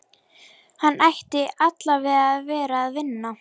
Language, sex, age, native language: Icelandic, female, 11, Icelandic